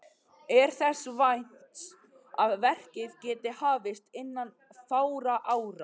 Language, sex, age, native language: Icelandic, male, 12, Icelandic